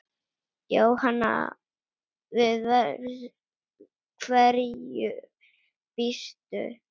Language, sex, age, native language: Icelandic, female, 7, Icelandic